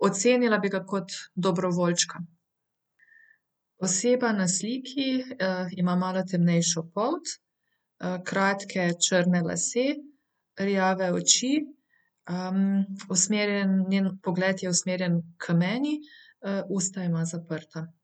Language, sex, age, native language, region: Slovenian, female, 30-49, Slovenian, Central Slovenia